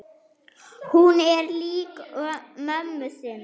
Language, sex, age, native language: Icelandic, female, 7, German